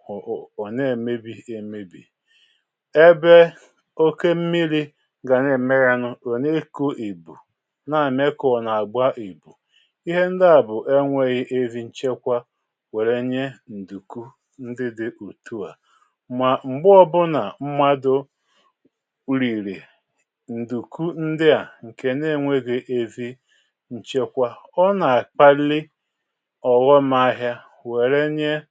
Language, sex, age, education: Igbo, male, 46-60, tertiary